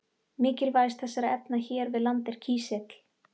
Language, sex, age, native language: Icelandic, female, 18-19, Icelandic